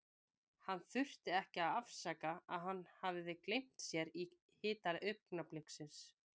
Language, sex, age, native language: Icelandic, female, 20-29, Icelandic